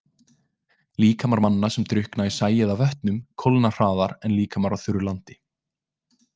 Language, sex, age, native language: Icelandic, male, 20-29, Icelandic